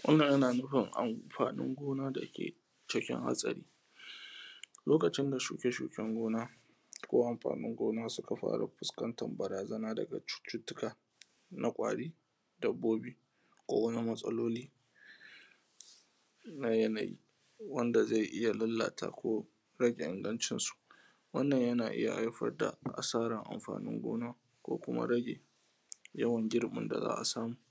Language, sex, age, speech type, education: Hausa, male, 15-29, spontaneous, tertiary